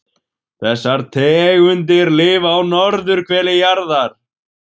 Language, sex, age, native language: Icelandic, male, 20-29, Icelandic